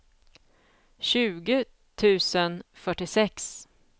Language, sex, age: Swedish, female, 49